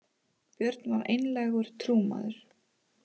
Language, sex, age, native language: Icelandic, female, 30-39, Icelandic